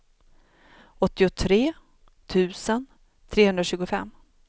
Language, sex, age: Swedish, female, 42